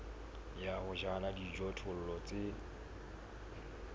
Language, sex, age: Southern Sotho, male, 24